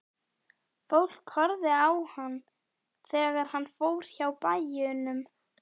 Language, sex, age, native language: Icelandic, female, 11, Icelandic